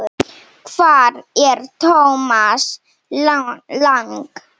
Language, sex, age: Icelandic, female, 7